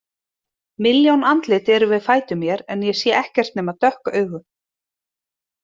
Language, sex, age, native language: Icelandic, female, 30-39, Icelandic